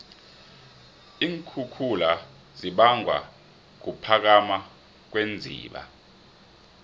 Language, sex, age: South Ndebele, male, 26